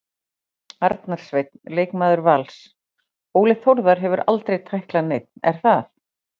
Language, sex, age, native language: Icelandic, female, 40-49, Icelandic